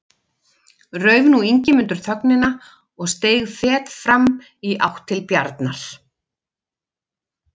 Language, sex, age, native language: Icelandic, female, 50-59, Icelandic